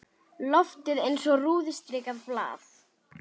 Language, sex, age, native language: Icelandic, female, 18-19, Icelandic